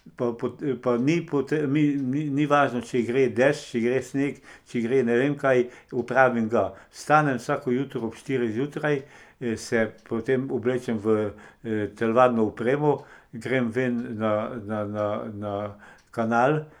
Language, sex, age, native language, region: Slovenian, male, 60+, Slovenian, Pomurje region